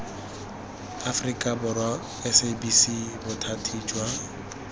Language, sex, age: Tswana, male, 21